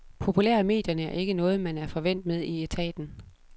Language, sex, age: Danish, female, 32